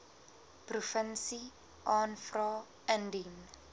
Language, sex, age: Afrikaans, female, 20